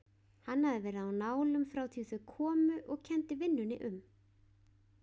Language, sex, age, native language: Icelandic, female, 20-29, Icelandic